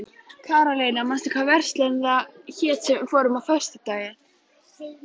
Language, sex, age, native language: Icelandic, female, 11, Icelandic